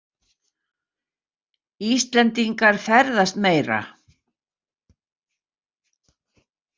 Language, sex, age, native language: Icelandic, female, 70-79, Icelandic